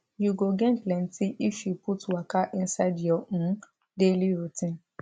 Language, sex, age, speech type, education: Nigerian Pidgin, female, 15-29, spontaneous, tertiary